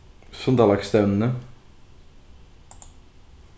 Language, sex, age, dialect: Faroese, male, 15-35, Norðuroyggjar